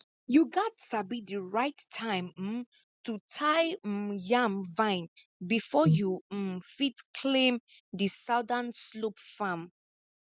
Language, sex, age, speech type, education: Nigerian Pidgin, female, 15-29, spontaneous, tertiary